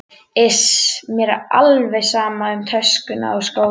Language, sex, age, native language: Icelandic, female, 11, Icelandic